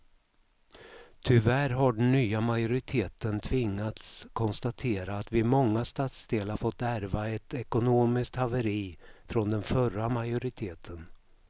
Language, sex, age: Swedish, male, 55